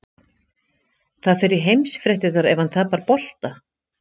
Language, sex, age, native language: Icelandic, female, 50-59, Icelandic